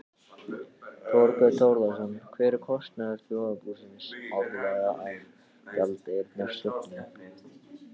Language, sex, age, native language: Icelandic, male, 14, Icelandic